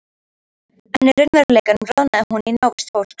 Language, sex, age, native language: Icelandic, female, 13, Icelandic